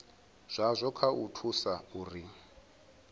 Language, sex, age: Venda, male, 22